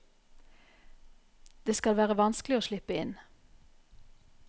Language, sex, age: Norwegian, female, 44